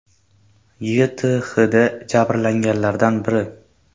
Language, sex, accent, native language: Uzbek, male, Toshkent shahri, Uzbek